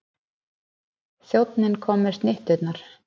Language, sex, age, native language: Icelandic, female, 30-39, Icelandic